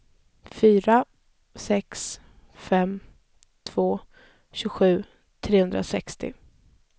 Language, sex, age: Swedish, female, 20